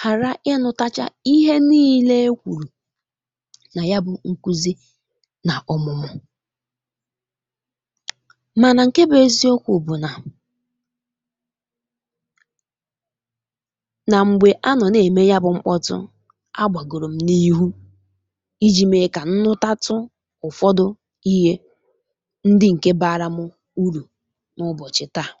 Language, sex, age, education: Igbo, female, 15-29, tertiary